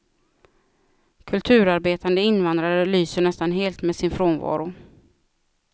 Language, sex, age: Swedish, female, 36